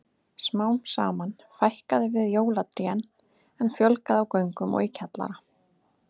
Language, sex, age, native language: Icelandic, female, 30-39, Icelandic